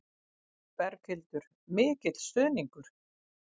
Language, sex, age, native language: Icelandic, female, 50-59, Icelandic